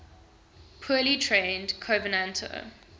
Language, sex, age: English, female, 21